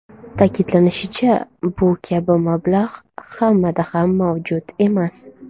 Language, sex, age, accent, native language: Uzbek, female, 18-24, Toshkent shahri, Uzbek